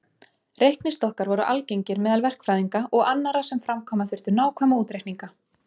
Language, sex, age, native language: Icelandic, female, 20-29, Icelandic